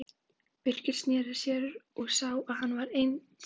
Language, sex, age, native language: Icelandic, female, 11, Icelandic